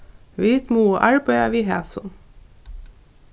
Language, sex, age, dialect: Faroese, female, 15-35, Norðuroyggjar